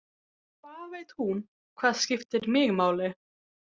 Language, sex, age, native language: Icelandic, female, 18-19, Icelandic